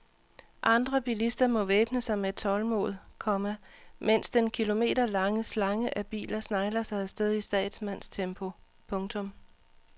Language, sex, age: Danish, female, 39